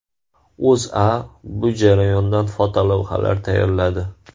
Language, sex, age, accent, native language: Uzbek, male, 18-24, Farg'ona, Uzbek